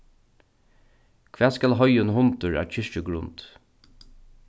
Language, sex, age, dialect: Faroese, male, 36-60, Norðuroyggjar